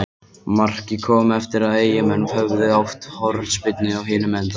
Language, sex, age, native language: Icelandic, male, 20-29, Icelandic